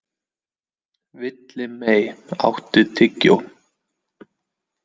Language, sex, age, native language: Icelandic, male, 20-29, Icelandic